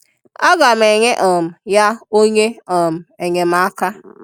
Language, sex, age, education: Igbo, female, 15-29, tertiary